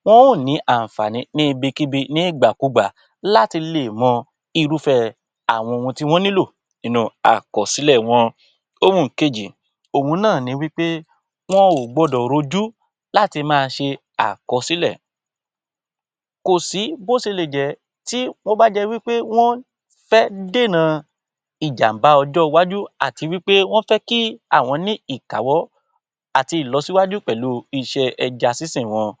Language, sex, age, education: Yoruba, male, 60+, tertiary